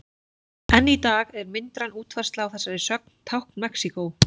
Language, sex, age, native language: Icelandic, female, 40-49, Icelandic